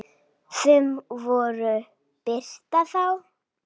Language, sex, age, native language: Icelandic, female, 7, Icelandic